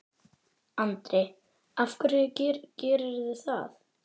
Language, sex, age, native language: Icelandic, female, 10, Icelandic